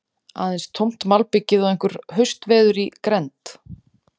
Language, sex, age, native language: Icelandic, female, 30-39, Icelandic